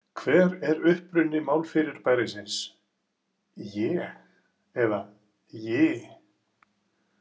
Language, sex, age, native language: Icelandic, male, 40-49, Icelandic